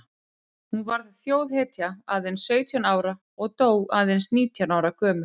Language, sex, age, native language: Icelandic, female, 30-39, Icelandic